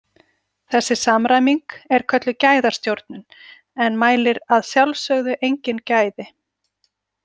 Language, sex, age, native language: Icelandic, female, 40-49, Icelandic